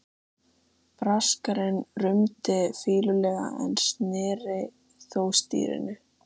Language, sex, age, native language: Icelandic, female, 13, Icelandic